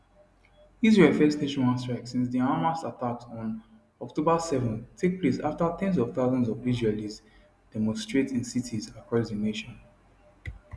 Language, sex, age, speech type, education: Nigerian Pidgin, male, 15-29, spontaneous, tertiary